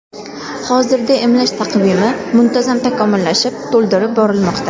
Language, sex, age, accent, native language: Uzbek, female, 19-29, Farg'ona, Uzbek